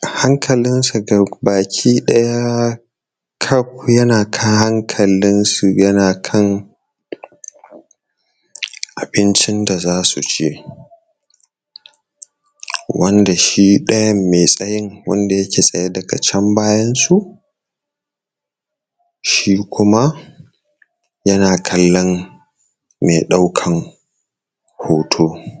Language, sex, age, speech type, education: Hausa, male, 30-45, spontaneous, tertiary